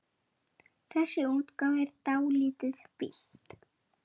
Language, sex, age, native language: Icelandic, male, 8, Icelandic